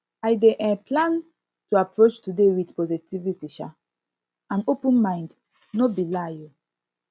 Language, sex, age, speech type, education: Nigerian Pidgin, female, 15-29, spontaneous, tertiary